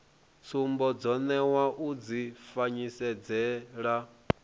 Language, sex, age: Venda, male, 23